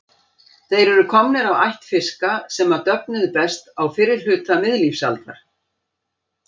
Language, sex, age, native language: Icelandic, female, 60-69, Icelandic